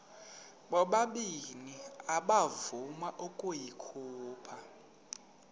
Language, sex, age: Xhosa, male, 31